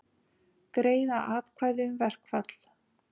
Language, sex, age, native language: Icelandic, female, 50-59, Icelandic